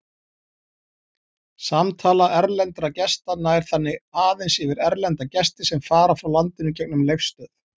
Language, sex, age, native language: Icelandic, male, 40-49, Icelandic